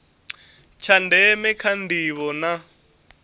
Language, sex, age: Venda, male, 24